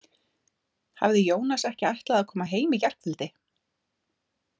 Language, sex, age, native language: Icelandic, female, 30-39, Icelandic